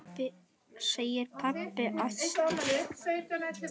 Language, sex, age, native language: Icelandic, male, 9, Icelandic